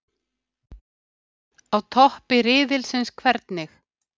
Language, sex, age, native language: Icelandic, female, 50-59, Icelandic